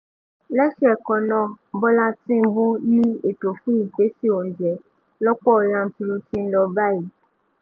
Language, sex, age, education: Yoruba, female, 15-29, tertiary